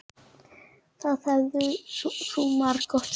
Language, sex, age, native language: Icelandic, male, 9, Icelandic